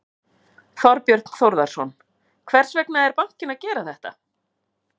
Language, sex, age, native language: Icelandic, female, 50-59, Icelandic